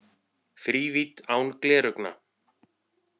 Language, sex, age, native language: Icelandic, male, 40-49, Icelandic